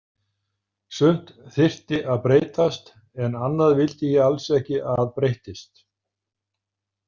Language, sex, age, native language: Icelandic, male, 50-59, Icelandic